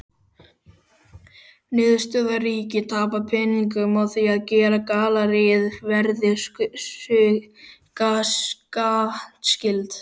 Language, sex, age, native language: Icelandic, male, 12, Icelandic